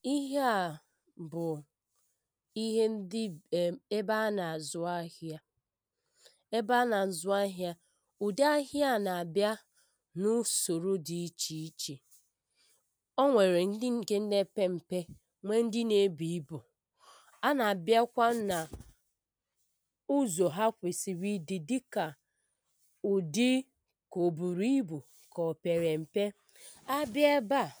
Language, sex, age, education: Igbo, female, 15-29, primary